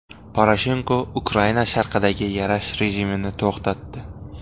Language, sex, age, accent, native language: Uzbek, male, 18-24, Xorazm, Uzbek